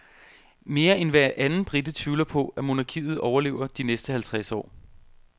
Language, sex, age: Danish, male, 32